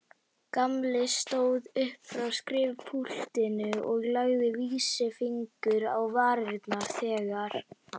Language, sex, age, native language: Icelandic, female, 60-69, Icelandic